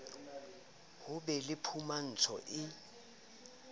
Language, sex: Southern Sotho, male